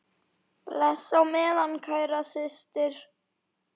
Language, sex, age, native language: Icelandic, male, 9, Icelandic